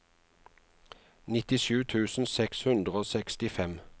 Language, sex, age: Norwegian, male, 49